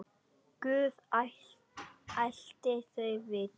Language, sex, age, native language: Icelandic, male, 10, Icelandic